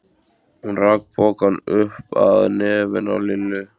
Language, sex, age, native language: Icelandic, male, 14, Icelandic